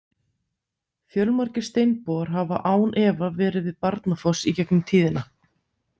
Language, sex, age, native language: Icelandic, female, 30-39, Icelandic